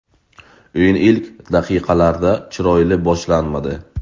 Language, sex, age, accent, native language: Uzbek, male, 18-24, Buxoro, Uzbek